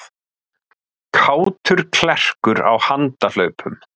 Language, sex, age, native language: Icelandic, male, 30-39, Icelandic